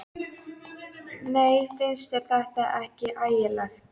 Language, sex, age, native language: Icelandic, female, 13, Icelandic